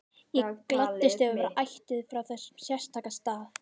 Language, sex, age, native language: Icelandic, female, 13, Icelandic